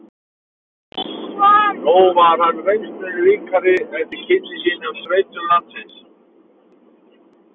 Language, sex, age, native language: Icelandic, male, 30-39, Icelandic